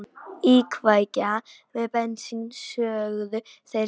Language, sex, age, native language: Icelandic, female, 18-19, Polish